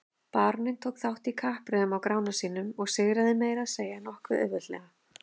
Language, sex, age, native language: Icelandic, female, 30-39, Icelandic